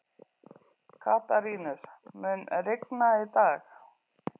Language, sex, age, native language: Icelandic, female, 40-49, Icelandic